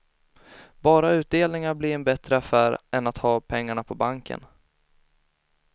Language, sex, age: Swedish, male, 18